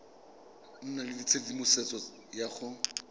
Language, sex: Tswana, male